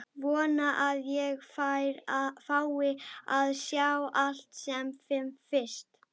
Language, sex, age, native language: Icelandic, female, 12, Icelandic